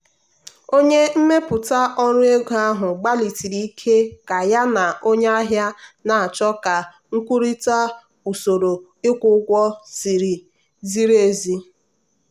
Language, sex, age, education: Igbo, female, 15-29, tertiary